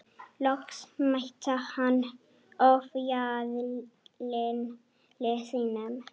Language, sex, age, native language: Icelandic, female, 9, Icelandic